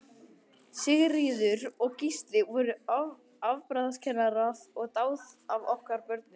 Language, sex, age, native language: Icelandic, male, 11, Icelandic